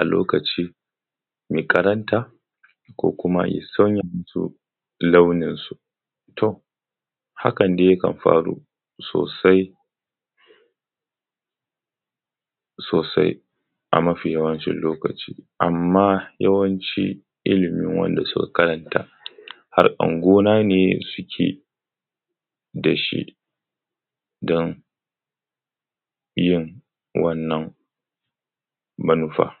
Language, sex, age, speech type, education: Hausa, male, 15-29, spontaneous, tertiary